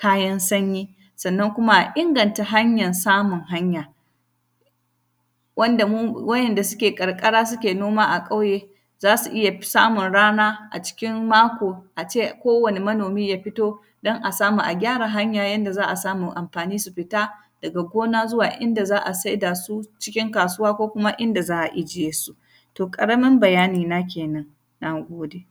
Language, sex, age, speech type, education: Hausa, female, 30-45, spontaneous, tertiary